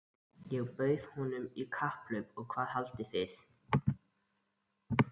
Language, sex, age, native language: Icelandic, male, 13, Icelandic